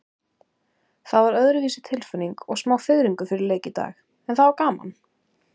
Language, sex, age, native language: Icelandic, female, 18-19, Icelandic